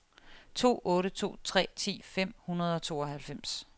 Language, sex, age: Danish, female, 30